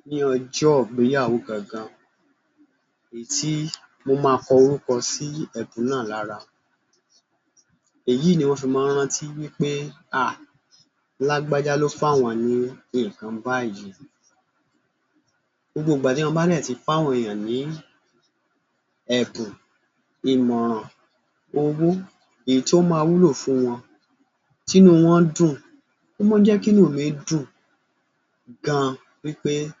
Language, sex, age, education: Yoruba, male, 30-45, tertiary